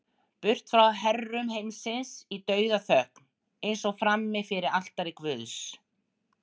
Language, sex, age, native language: Icelandic, female, 60-69, Icelandic